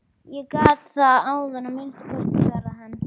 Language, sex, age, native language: Icelandic, female, 11, Icelandic